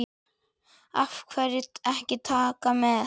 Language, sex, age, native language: Icelandic, male, 10, Icelandic